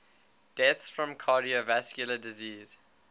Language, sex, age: English, male, 19